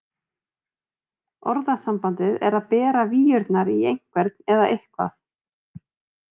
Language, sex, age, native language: Icelandic, female, 30-39, Icelandic